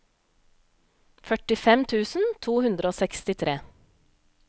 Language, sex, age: Norwegian, female, 35